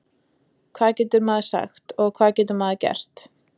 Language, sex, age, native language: Icelandic, female, 20-29, Icelandic